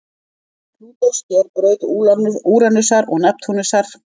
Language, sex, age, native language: Icelandic, female, 50-59, Icelandic